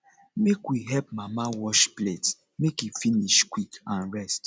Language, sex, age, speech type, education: Nigerian Pidgin, male, 30-45, spontaneous, tertiary